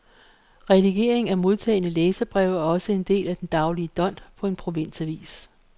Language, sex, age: Danish, female, 48